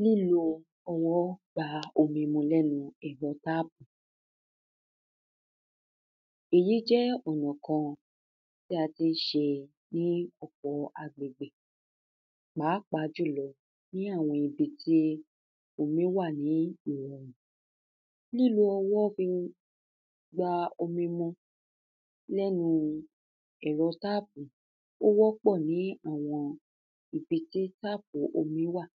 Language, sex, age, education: Yoruba, female, 15-29, tertiary